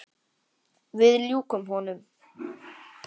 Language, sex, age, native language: Icelandic, male, 10, Icelandic